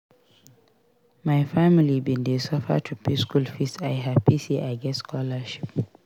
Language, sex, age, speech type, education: Nigerian Pidgin, female, 46-60, read, secondary